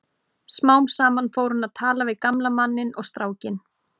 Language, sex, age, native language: Icelandic, female, 18-19, Icelandic